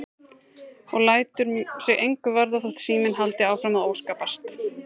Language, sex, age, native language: Icelandic, female, 30-39, Icelandic